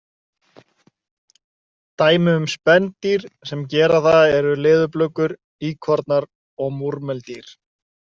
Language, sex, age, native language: Icelandic, male, 30-39, Icelandic